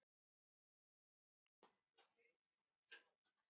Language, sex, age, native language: Icelandic, female, 30-39, Icelandic